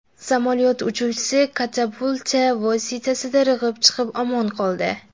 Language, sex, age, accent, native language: Uzbek, female, under 19, Jizzax, Uzbek